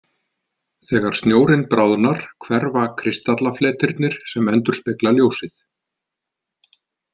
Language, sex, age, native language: Icelandic, male, 50-59, Icelandic